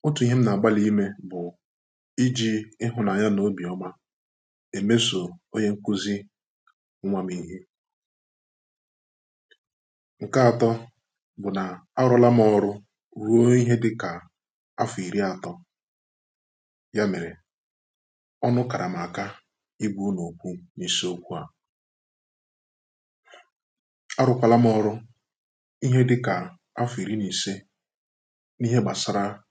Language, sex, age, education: Igbo, male, 15-29, tertiary